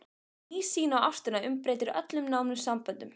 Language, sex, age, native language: Icelandic, female, 15, Icelandic